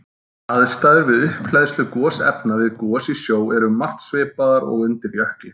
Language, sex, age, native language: Icelandic, male, 30-39, Icelandic